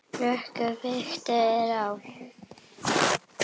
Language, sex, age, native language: Icelandic, female, 8, Icelandic